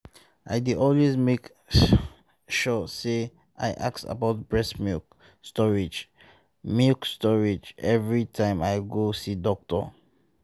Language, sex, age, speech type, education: Nigerian Pidgin, male, 15-29, spontaneous, tertiary